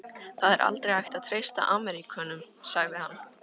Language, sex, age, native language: Icelandic, female, 13, Icelandic